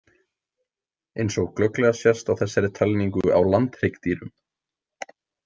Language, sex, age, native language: Icelandic, male, 18-19, Icelandic